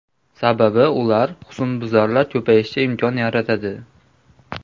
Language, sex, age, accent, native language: Uzbek, male, 18-24, Namangan, Uzbek